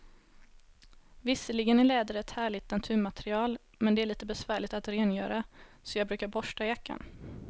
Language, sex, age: Swedish, female, 18